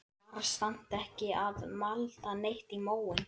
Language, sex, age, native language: Icelandic, male, 11, Icelandic